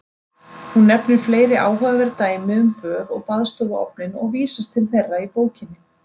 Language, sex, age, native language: Icelandic, female, 30-39, Icelandic